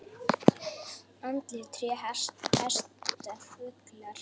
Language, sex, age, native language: Icelandic, female, 8, Icelandic